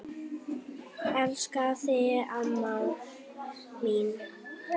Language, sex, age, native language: Icelandic, female, 9, Icelandic